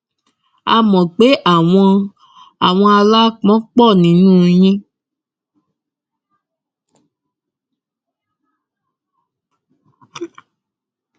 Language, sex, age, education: Yoruba, female, 15-29, tertiary